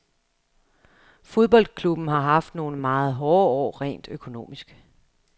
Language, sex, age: Danish, female, 35